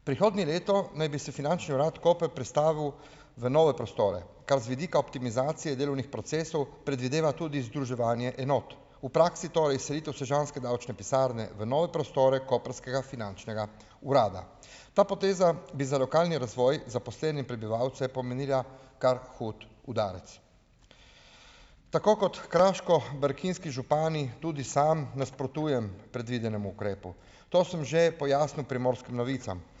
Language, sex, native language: Slovenian, male, Slovenian